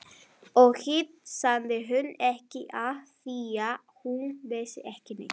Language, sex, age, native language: Icelandic, female, 11, Spanish